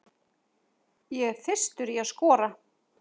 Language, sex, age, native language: Icelandic, female, 40-49, Icelandic